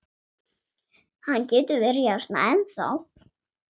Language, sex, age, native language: Icelandic, female, 7, Swedish